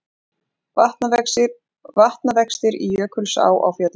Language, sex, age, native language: Icelandic, female, 40-49, Icelandic